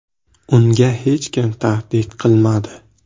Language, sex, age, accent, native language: Uzbek, male, 18-24, Buxoro, Uzbek